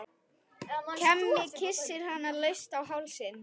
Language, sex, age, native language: Icelandic, female, 11, Icelandic